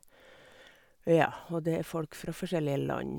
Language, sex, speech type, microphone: Norwegian, female, spontaneous, Sennheiser